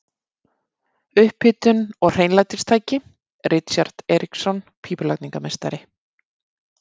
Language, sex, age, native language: Icelandic, female, 50-59, Icelandic